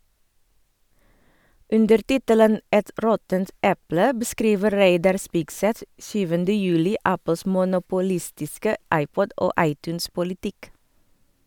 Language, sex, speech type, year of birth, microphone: Norwegian, female, read, 1978, Sennheiser